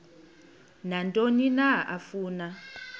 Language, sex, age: Xhosa, female, 18